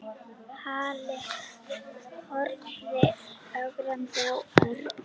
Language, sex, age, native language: Icelandic, female, 9, Icelandic